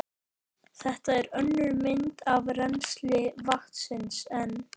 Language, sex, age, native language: Icelandic, male, 12, Icelandic